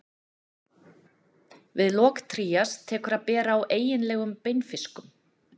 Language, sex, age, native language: Icelandic, female, 40-49, Icelandic